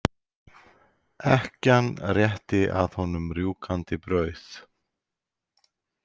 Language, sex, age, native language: Icelandic, male, 40-49, Icelandic